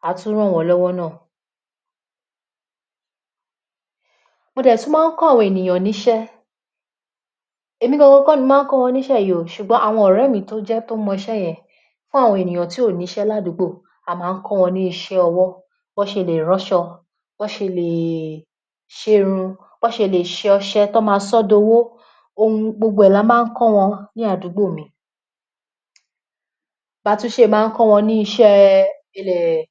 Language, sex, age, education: Yoruba, female, 46-60, tertiary